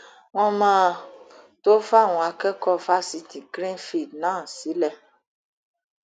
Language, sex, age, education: Yoruba, female, 30-45, tertiary